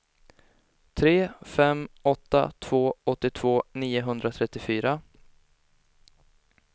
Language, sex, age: Swedish, male, 18